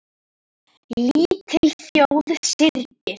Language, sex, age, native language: Icelandic, female, 10, Icelandic